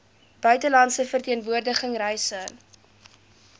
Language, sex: Afrikaans, female